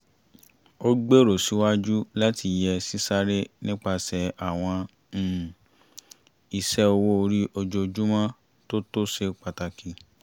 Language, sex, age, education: Yoruba, male, 30-45, tertiary